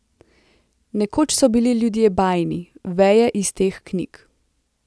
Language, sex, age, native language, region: Slovenian, female, 18-29, Slovenian, Central Slovenia